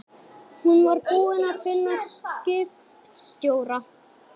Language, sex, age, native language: Icelandic, male, 11, Icelandic